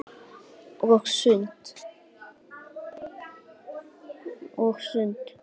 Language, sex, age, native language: Icelandic, female, 8, Icelandic